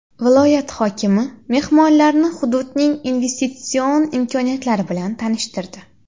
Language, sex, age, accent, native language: Uzbek, female, 19-29, Xorazm, Uzbek